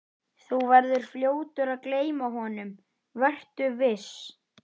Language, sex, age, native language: Icelandic, male, 11, Icelandic